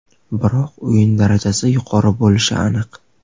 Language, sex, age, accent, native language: Uzbek, male, 18-24, Navoiy, Uzbek